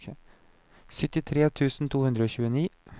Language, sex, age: Norwegian, male, 29